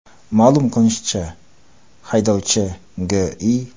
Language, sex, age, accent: Uzbek, male, 25-34, Qoraqalpog'iston